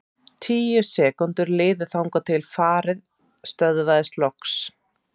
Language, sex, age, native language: Icelandic, female, 30-39, Icelandic